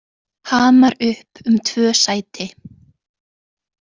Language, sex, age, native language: Icelandic, female, 20-29, Icelandic